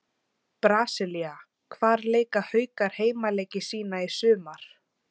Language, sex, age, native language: Icelandic, female, 17, Icelandic